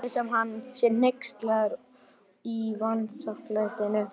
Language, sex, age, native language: Icelandic, male, 11, Icelandic